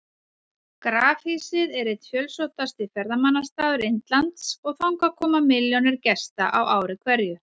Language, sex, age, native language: Icelandic, female, 40-49, Icelandic